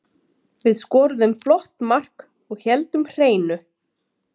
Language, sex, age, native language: Icelandic, female, 30-39, Icelandic